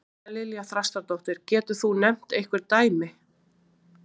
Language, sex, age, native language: Icelandic, female, 40-49, Icelandic